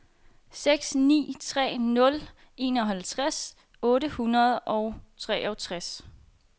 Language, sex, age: Danish, female, 21